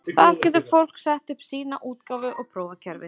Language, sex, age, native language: Icelandic, female, 20-29, Icelandic